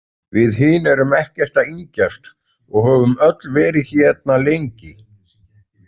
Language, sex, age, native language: Icelandic, male, 40-49, Icelandic